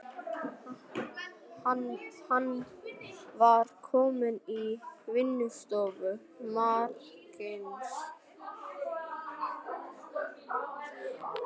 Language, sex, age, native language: Icelandic, male, 12, Icelandic